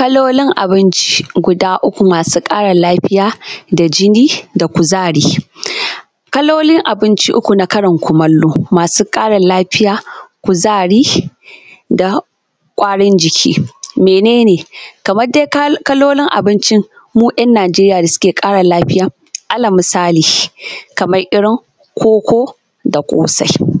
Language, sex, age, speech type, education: Hausa, female, 15-29, spontaneous, tertiary